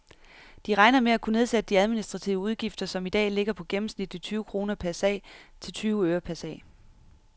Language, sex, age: Danish, female, 31